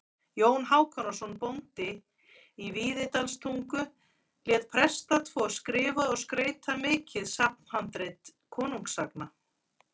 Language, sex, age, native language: Icelandic, female, 40-49, Icelandic